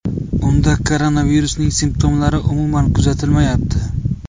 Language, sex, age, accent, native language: Uzbek, male, 25-34, Jizzax, Uzbek